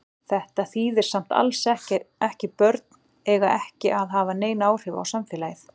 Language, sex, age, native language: Icelandic, female, 40-49, Icelandic